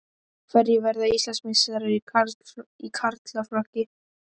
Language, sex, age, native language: Icelandic, male, 11, Icelandic